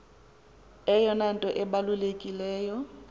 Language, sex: Xhosa, female